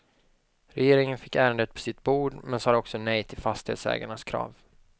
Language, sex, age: Swedish, male, 25